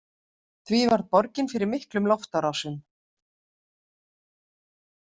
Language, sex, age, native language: Icelandic, female, 50-59, Icelandic